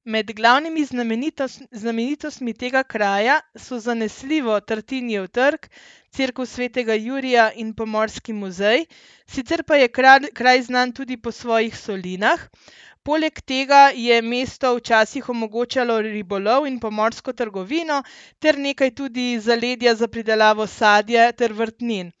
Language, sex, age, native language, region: Slovenian, female, 30-49, Slovenian, Central Slovenia